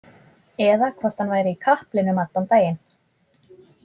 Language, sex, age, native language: Icelandic, female, 20-29, Icelandic